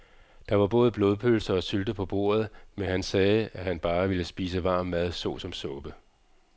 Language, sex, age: Danish, male, 46